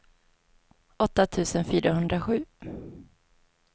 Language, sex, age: Swedish, female, 22